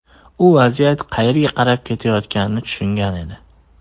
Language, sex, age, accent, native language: Uzbek, male, 18-24, Andijon, Uzbek